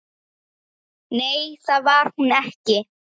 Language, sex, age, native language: Icelandic, female, 10, Icelandic